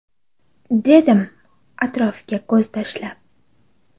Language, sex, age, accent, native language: Uzbek, female, 18-24, Qoraqalpog'iston, Karakalpak